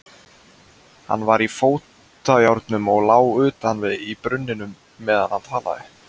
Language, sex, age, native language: Icelandic, male, 20-29, Icelandic